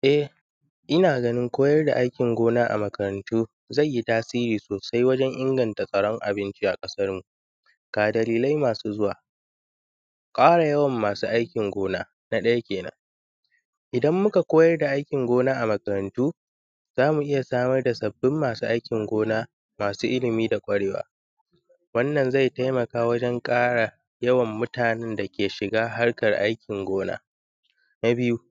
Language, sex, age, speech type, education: Hausa, male, 15-29, spontaneous, secondary